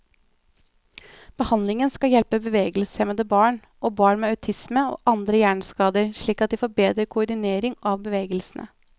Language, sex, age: Norwegian, female, 24